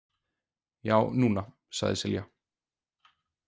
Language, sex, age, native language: Icelandic, male, 20-29, Icelandic